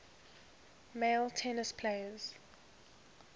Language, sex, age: English, female, 21